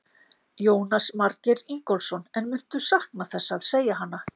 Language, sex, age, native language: Icelandic, female, 50-59, Icelandic